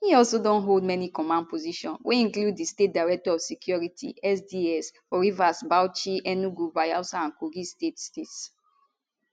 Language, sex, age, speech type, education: Nigerian Pidgin, female, 15-29, spontaneous, tertiary